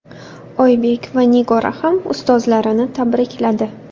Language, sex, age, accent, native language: Uzbek, female, 18-24, Surxondaryo, Uzbek